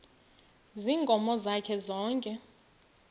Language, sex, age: Xhosa, female, 35